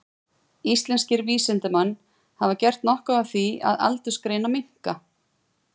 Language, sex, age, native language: Icelandic, female, 40-49, Icelandic